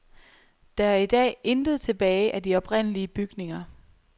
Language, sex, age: Danish, female, 23